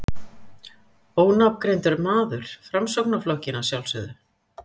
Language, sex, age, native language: Icelandic, female, 50-59, Icelandic